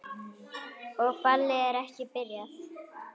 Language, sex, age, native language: Icelandic, female, 9, Icelandic